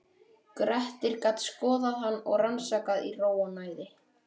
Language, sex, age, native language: Icelandic, male, 12, Icelandic